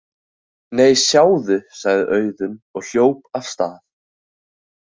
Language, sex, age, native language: Icelandic, male, 18-19, Icelandic